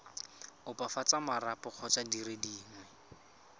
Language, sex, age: Tswana, male, 25